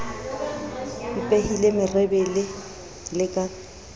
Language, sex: Southern Sotho, female